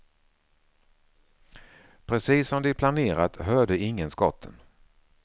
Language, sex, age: Swedish, male, 49